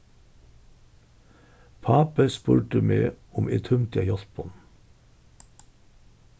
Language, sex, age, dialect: Faroese, male, 61+, Suðurstreymoy